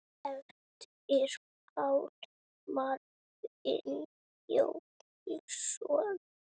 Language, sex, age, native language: Icelandic, female, 9, Icelandic